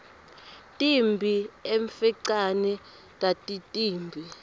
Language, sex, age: Swati, female, 22